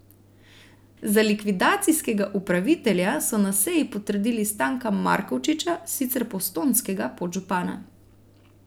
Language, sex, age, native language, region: Slovenian, female, 30-49, Slovenian, Central Slovenia